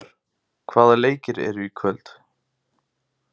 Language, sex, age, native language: Icelandic, male, 30-39, Icelandic